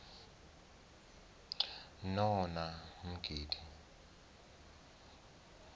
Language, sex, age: South Ndebele, male, 19